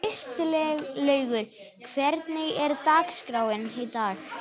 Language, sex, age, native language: Icelandic, male, 11, Icelandic